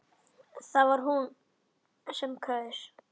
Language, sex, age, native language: Icelandic, male, 10, Icelandic